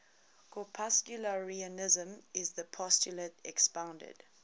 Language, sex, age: English, female, 20